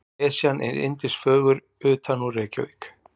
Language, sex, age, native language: Icelandic, male, 40-49, Icelandic